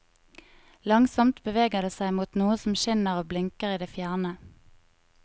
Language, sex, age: Norwegian, female, 25